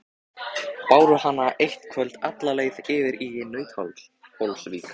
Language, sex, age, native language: Icelandic, male, 14, Icelandic